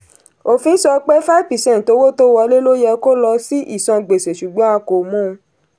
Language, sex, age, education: Yoruba, female, 30-45, tertiary